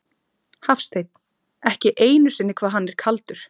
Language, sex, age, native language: Icelandic, female, 30-39, Icelandic